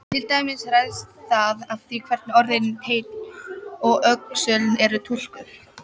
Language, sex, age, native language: Icelandic, female, 18-19, Icelandic